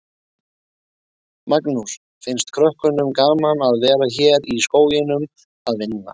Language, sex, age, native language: Icelandic, male, 20-29, Icelandic